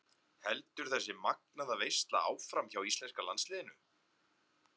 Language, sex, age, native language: Icelandic, male, 30-39, Icelandic